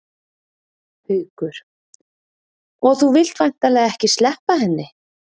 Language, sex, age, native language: Icelandic, female, 30-39, Icelandic